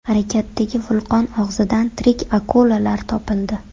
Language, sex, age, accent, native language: Uzbek, female, 18-24, Toshkent shahri, Uzbek